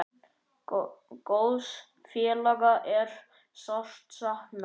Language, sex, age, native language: Icelandic, male, 9, Icelandic